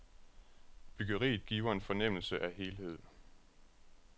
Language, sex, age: Danish, male, 36